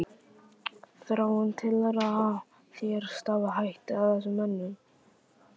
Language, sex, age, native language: Icelandic, male, 11, Icelandic